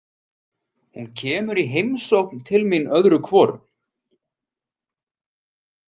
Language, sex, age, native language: Icelandic, male, 30-39, Icelandic